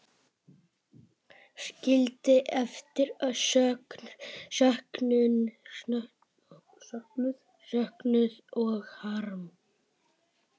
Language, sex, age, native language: Icelandic, male, 7, Icelandic